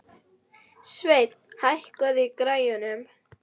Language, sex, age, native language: Icelandic, female, 11, Icelandic